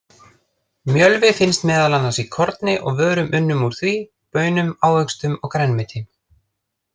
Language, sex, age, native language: Icelandic, other, 30-39, Icelandic